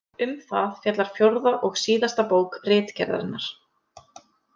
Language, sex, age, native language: Icelandic, female, 30-39, Icelandic